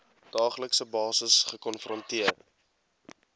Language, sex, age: Afrikaans, male, 18